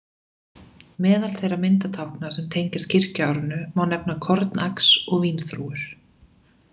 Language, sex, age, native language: Icelandic, female, 20-29, Icelandic